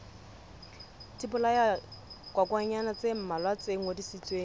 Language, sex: Southern Sotho, female